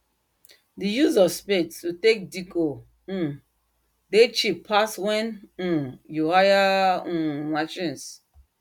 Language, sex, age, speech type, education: Nigerian Pidgin, female, 30-45, spontaneous, tertiary